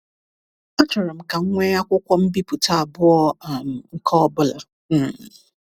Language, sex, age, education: Igbo, female, 30-45, tertiary